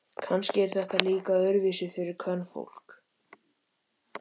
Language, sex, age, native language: Icelandic, male, 13, Icelandic